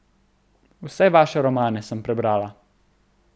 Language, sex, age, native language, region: Slovenian, male, 18-29, Slovenian, Central Slovenia